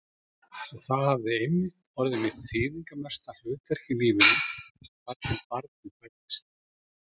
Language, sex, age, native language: Icelandic, male, 40-49, Icelandic